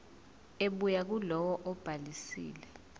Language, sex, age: Zulu, female, 24